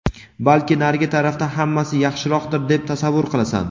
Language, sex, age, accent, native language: Uzbek, male, 18-24, Navoiy, Uzbek